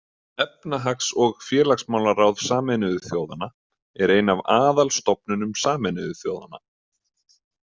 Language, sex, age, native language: Icelandic, male, 30-39, Icelandic